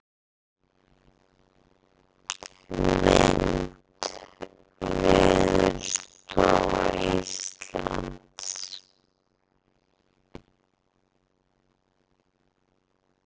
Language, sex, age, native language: Icelandic, female, 30-39, Icelandic